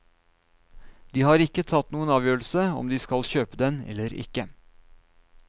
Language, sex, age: Norwegian, male, 39